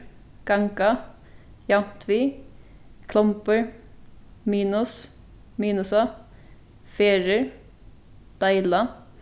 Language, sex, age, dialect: Faroese, female, 15-35, Suðurstreymoy